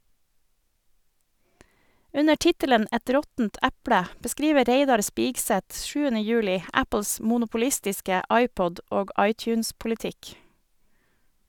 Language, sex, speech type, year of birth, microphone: Norwegian, female, read, 1973, Sennheiser